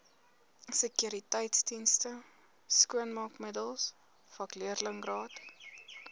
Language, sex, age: Afrikaans, female, 18